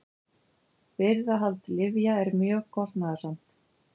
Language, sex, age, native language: Icelandic, female, 50-59, Icelandic